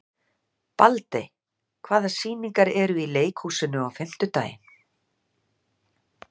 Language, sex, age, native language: Icelandic, female, 60-69, Icelandic